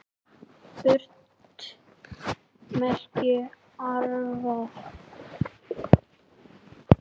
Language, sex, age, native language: Icelandic, male, 10, Icelandic